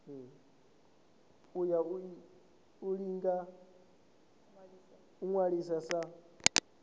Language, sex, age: Venda, male, 19